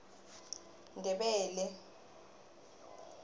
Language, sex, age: South Ndebele, female, 21